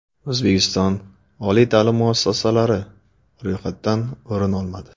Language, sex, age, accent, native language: Uzbek, male, 25-34, Navoiy, Uzbek